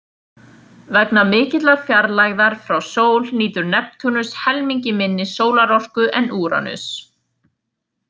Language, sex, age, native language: Icelandic, female, 20-29, Icelandic